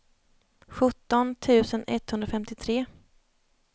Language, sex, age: Swedish, female, 30